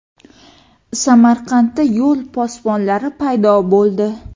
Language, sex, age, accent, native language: Uzbek, female, under 19, Qoraqalpog'iston, Uzbek